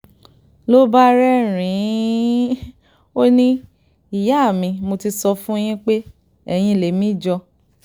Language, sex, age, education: Yoruba, female, 30-45, tertiary